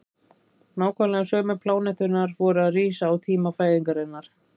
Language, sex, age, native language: Icelandic, female, 30-39, Icelandic